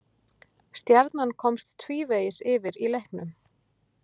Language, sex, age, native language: Icelandic, female, 40-49, Icelandic